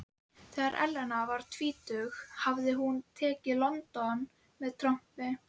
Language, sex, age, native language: Icelandic, female, 11, Icelandic